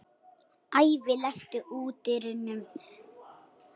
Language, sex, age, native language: Icelandic, female, 60-69, Icelandic